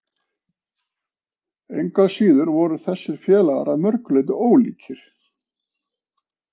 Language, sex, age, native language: Icelandic, male, 40-49, Icelandic